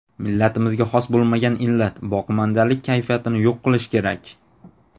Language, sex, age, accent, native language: Uzbek, male, 19-29, Namangan, Uzbek